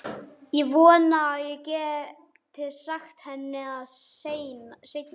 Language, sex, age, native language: Icelandic, male, 11, Icelandic